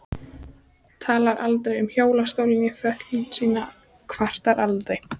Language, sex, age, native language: Icelandic, female, 14, Icelandic